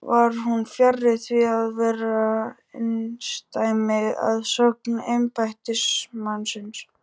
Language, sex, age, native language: Icelandic, male, 12, Icelandic